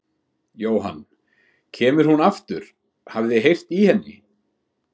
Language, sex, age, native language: Icelandic, male, 50-59, Icelandic